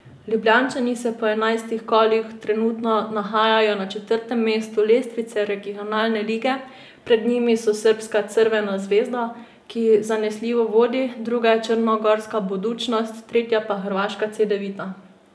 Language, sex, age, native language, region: Slovenian, female, 18-29, Slovenian, Savinja region